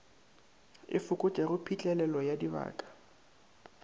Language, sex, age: Northern Sotho, male, 19